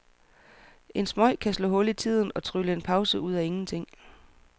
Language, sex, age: Danish, female, 44